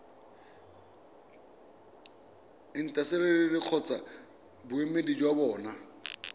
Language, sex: Tswana, male